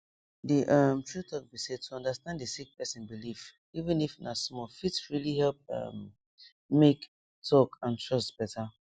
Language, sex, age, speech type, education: Nigerian Pidgin, female, 15-29, spontaneous, tertiary